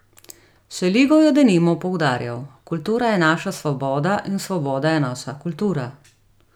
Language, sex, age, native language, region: Slovenian, female, 30-49, Slovenian, Gorica region